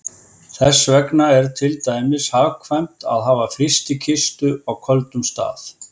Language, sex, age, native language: Icelandic, male, 50-59, Icelandic